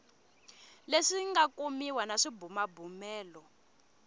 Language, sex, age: Tsonga, female, 21